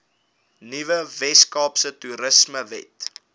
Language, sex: Afrikaans, male